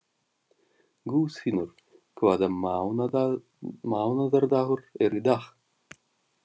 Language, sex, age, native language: Icelandic, male, 40-49, Russian